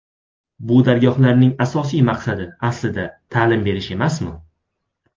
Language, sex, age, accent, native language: Uzbek, male, 19-29, Farg'ona, Uzbek